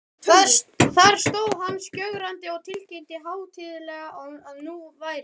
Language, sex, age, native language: Icelandic, male, 11, Icelandic